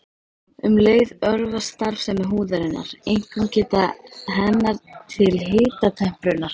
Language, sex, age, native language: Icelandic, female, 13, Icelandic